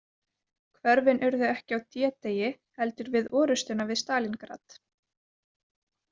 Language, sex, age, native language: Icelandic, female, 20-29, Icelandic